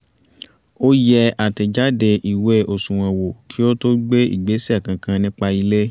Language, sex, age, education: Yoruba, male, 30-45, tertiary